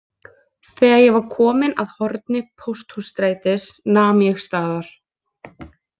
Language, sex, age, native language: Icelandic, female, 20-29, Icelandic